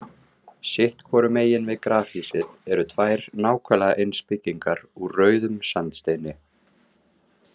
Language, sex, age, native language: Icelandic, male, 30-39, Icelandic